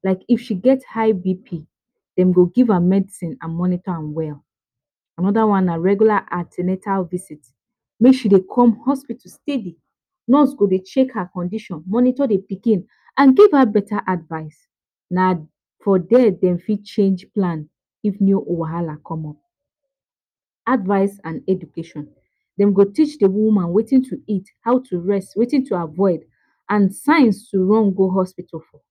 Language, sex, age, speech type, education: Nigerian Pidgin, female, 15-29, spontaneous, tertiary